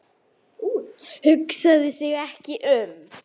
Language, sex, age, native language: Icelandic, male, 10, Icelandic